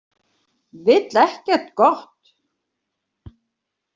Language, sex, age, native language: Icelandic, female, 60-69, Icelandic